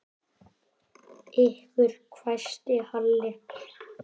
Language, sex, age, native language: Icelandic, male, 9, Icelandic